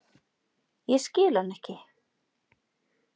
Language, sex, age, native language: Icelandic, female, 40-49, Icelandic